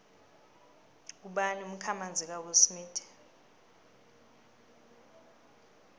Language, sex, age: South Ndebele, female, 19